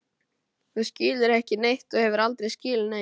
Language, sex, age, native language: Icelandic, male, 12, Icelandic